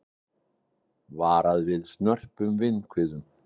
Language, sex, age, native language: Icelandic, male, 60-69, Icelandic